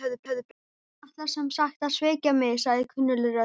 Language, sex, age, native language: Icelandic, female, 12, Icelandic